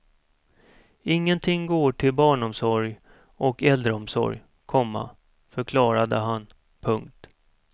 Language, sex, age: Swedish, male, 47